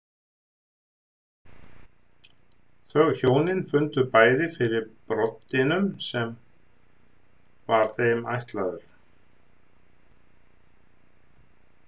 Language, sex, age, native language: Icelandic, male, 50-59, Icelandic